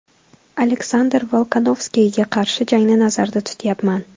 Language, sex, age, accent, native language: Uzbek, female, 18-24, Toshkent viloyati, Tajik